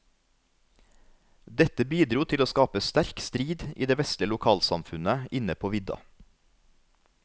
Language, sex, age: Norwegian, male, 33